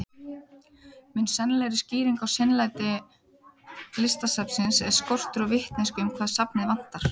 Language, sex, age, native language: Icelandic, female, 30-39, Icelandic